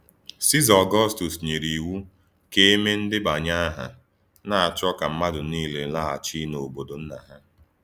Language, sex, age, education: Igbo, male, 15-29, tertiary